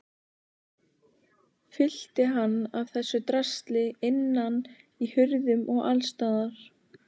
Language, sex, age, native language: Icelandic, female, 15, Icelandic